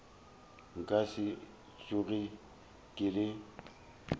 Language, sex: Northern Sotho, male